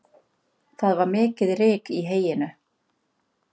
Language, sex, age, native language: Icelandic, female, 30-39, Icelandic